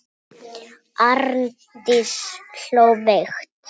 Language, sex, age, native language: Icelandic, female, 7, Icelandic